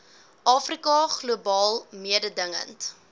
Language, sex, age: Afrikaans, female, 18